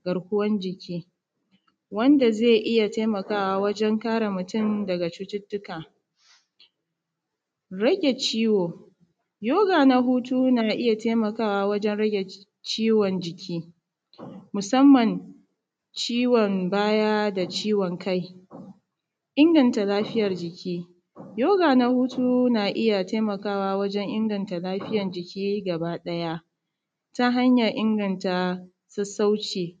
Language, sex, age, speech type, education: Hausa, female, 30-45, spontaneous, tertiary